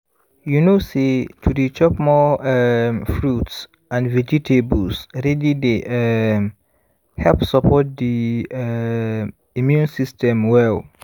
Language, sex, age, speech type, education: Nigerian Pidgin, male, 15-29, spontaneous, tertiary